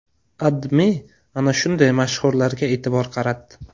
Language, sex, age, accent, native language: Uzbek, male, 18-24, Jizzax, Uzbek